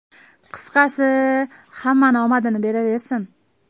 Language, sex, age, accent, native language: Uzbek, female, 18-24, Toshkent viloyati, Uzbek